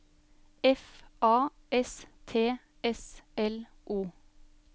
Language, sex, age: Norwegian, female, 35